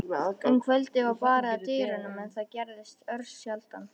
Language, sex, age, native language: Icelandic, female, 13, Icelandic